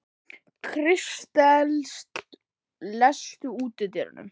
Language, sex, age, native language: Icelandic, male, 11, Icelandic